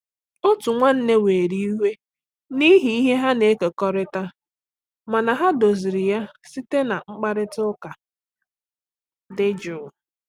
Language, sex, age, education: Igbo, female, 30-45, tertiary